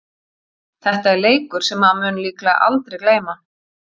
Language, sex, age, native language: Icelandic, female, 40-49, Icelandic